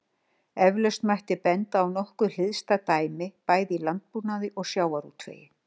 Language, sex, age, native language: Icelandic, female, 60-69, Icelandic